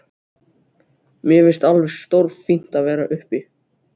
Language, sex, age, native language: Icelandic, other, 12, Icelandic